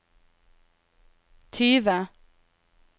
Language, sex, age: Norwegian, female, 20